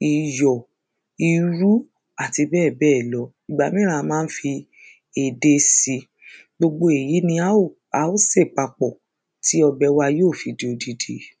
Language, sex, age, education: Yoruba, female, 30-45, secondary